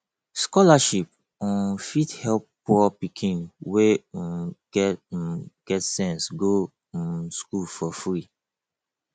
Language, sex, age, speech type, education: Nigerian Pidgin, male, 30-45, spontaneous, tertiary